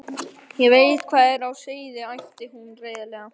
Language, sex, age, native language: Icelandic, male, 12, Icelandic